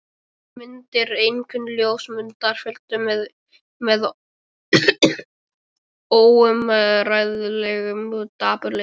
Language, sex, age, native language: Icelandic, male, 12, Icelandic